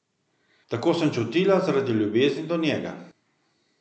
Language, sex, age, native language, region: Slovenian, male, 50-59, Slovenian, Central Slovenia